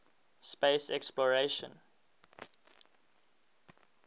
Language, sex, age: English, male, 19